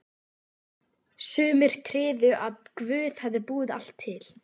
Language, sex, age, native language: Icelandic, female, 12, Icelandic